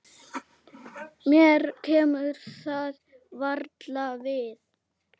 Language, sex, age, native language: Icelandic, male, 8, Icelandic